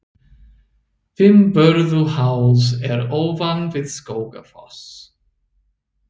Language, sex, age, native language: Icelandic, male, 30-39, English